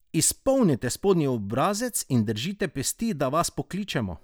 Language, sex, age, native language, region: Slovenian, male, 30-49, Slovenian, Drava region